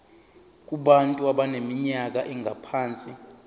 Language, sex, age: Zulu, male, 23